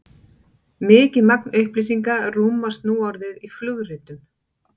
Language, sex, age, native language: Icelandic, female, 40-49, Icelandic